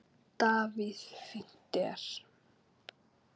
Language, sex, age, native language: Icelandic, female, 9, Icelandic